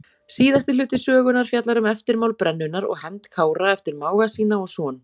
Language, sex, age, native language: Icelandic, female, 40-49, Icelandic